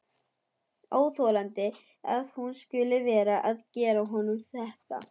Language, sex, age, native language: Icelandic, female, 11, German